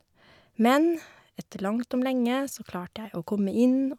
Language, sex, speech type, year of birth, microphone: Norwegian, female, spontaneous, 1970, Shure